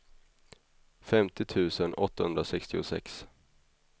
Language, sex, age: Swedish, male, 21